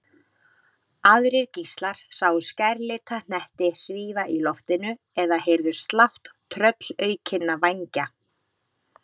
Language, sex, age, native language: Icelandic, female, 30-39, Icelandic